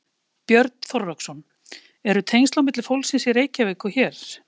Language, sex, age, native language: Icelandic, female, 50-59, Icelandic